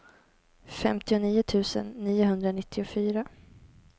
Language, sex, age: Swedish, female, 18